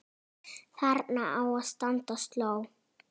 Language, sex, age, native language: Icelandic, female, 8, Icelandic